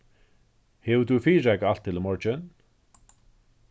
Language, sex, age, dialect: Faroese, male, 36-60, Suðurstreymoy